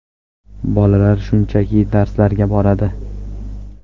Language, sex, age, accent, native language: Uzbek, male, 18-24, Farg'ona, Uzbek